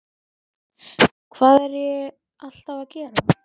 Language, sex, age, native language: Icelandic, female, 12, Icelandic